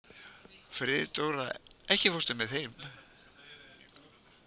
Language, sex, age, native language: Icelandic, male, 70-79, Icelandic